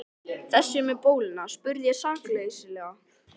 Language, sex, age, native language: Icelandic, male, 13, Icelandic